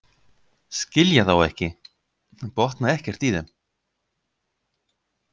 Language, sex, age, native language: Icelandic, male, 50-59, Icelandic